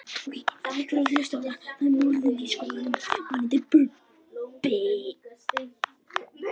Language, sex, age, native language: Icelandic, male, 10, Icelandic